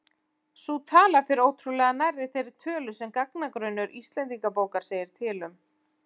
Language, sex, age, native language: Icelandic, female, 40-49, Icelandic